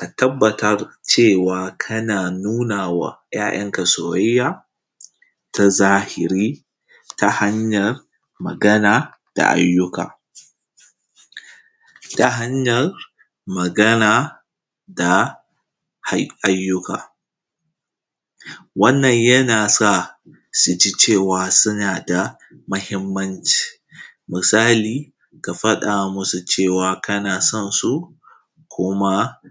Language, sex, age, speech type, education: Hausa, male, 15-29, spontaneous, tertiary